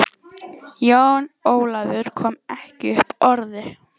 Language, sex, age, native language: Icelandic, female, 18-19, Icelandic